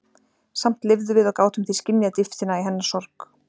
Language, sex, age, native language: Icelandic, female, 40-49, Icelandic